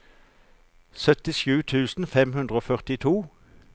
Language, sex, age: Norwegian, male, 54